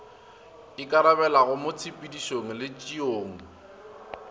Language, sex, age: Northern Sotho, male, 23